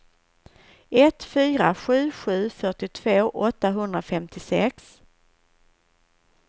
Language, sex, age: Swedish, female, 41